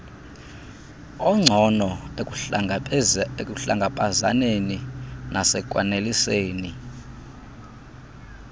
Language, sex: Xhosa, male